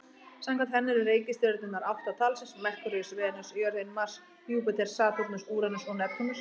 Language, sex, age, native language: Icelandic, female, 30-39, Icelandic